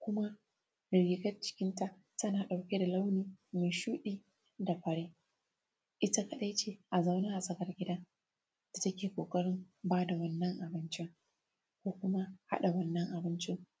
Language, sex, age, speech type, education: Hausa, female, 15-29, spontaneous, tertiary